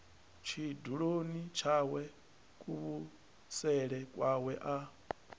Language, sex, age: Venda, male, 39